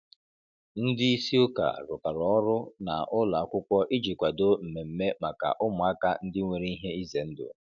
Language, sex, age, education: Igbo, male, 30-45, tertiary